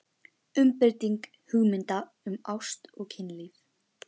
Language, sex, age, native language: Icelandic, female, 11, Icelandic